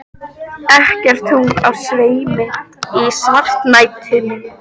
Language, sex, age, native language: Icelandic, female, 13, Icelandic